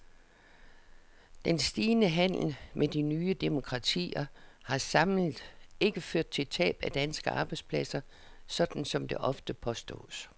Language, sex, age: Danish, female, 67